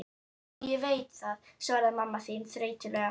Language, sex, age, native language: Icelandic, female, 12, Icelandic